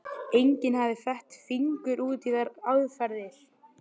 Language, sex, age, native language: Icelandic, male, 11, Icelandic